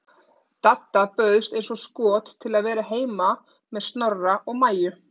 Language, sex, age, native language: Icelandic, female, 30-39, Icelandic